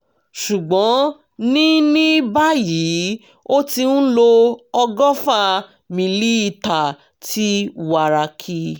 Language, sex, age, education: Yoruba, female, 30-45, tertiary